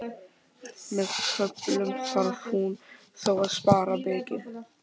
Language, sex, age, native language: Icelandic, male, 12, Icelandic